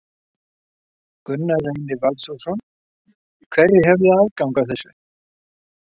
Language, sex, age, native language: Icelandic, male, 70-79, Icelandic